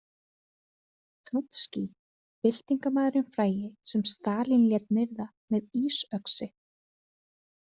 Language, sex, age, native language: Icelandic, female, 30-39, Icelandic